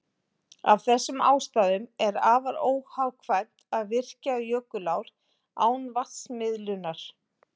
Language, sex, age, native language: Icelandic, female, 40-49, Icelandic